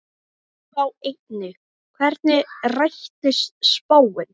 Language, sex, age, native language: Icelandic, male, 10, Icelandic